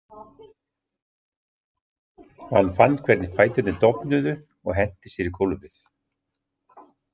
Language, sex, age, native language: Icelandic, male, 60-69, Icelandic